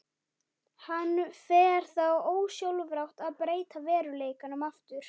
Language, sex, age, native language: Icelandic, male, 11, Icelandic